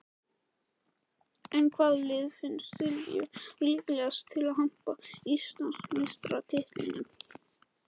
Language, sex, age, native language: Icelandic, male, 14, Icelandic